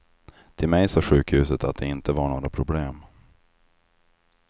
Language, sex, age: Swedish, male, 25